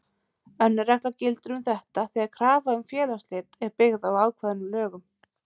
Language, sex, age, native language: Icelandic, female, 30-39, Icelandic